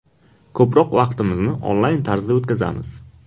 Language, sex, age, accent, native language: Uzbek, male, 18-24, Qashqadaryo, Uzbek